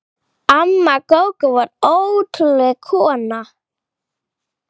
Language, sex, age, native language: Icelandic, female, 8, Icelandic